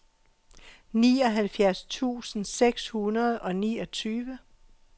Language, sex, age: Danish, female, 48